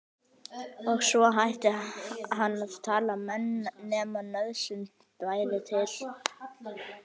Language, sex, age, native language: Icelandic, male, 11, Icelandic